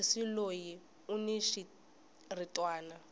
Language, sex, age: Tsonga, female, 20